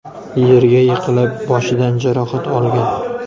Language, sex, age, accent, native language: Uzbek, male, 19-29, Farg'ona, Uzbek